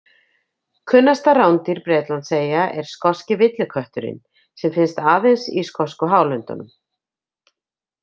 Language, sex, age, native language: Icelandic, female, 50-59, Icelandic